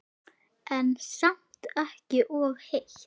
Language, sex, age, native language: Icelandic, female, 8, Icelandic